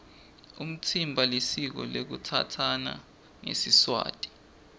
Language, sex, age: Swati, male, 20